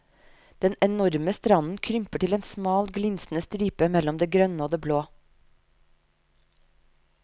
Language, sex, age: Norwegian, female, 30